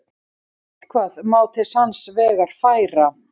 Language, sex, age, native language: Icelandic, female, 30-39, Icelandic